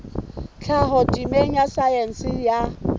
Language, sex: Southern Sotho, female